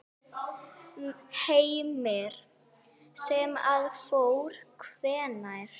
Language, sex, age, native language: Icelandic, female, 9, Icelandic